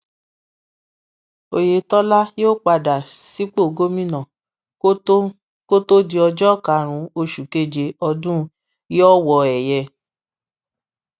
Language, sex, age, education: Yoruba, female, 30-45, tertiary